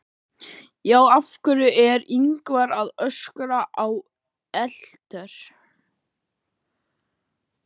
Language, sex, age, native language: Icelandic, male, 11, Icelandic